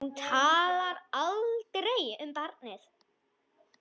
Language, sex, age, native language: Icelandic, female, 10, Icelandic